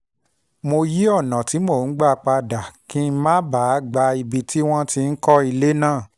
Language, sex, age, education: Yoruba, male, 30-45, tertiary